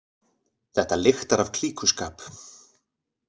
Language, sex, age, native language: Icelandic, male, 40-49, Icelandic